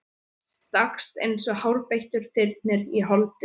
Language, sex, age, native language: Icelandic, male, 13, Icelandic